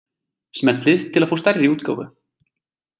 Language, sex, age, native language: Icelandic, male, 20-29, Icelandic